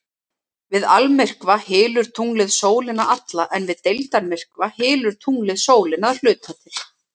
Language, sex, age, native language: Icelandic, female, 30-39, Icelandic